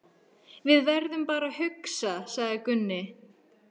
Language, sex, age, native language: Icelandic, female, 13, Icelandic